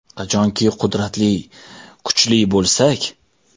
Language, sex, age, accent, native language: Uzbek, male, 19-29, Toshkent shahri, Uzbek